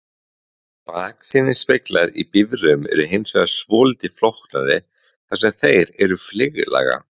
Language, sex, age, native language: Icelandic, male, 20-29, Icelandic